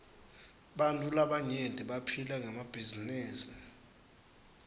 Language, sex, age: Swati, male, 19